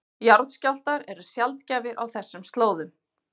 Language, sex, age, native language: Icelandic, female, 40-49, Icelandic